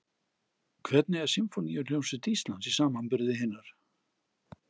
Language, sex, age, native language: Icelandic, male, 60-69, Icelandic